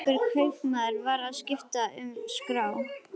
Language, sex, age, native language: Icelandic, female, 11, Icelandic